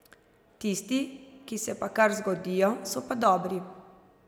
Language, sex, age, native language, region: Slovenian, female, 30-49, Slovenian, Zasavska region